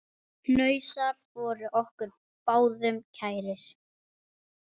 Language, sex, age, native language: Icelandic, female, 10, Icelandic